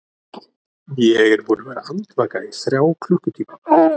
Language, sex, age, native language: Icelandic, male, 30-39, Icelandic